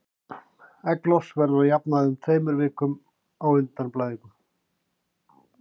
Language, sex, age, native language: Icelandic, male, 50-59, Icelandic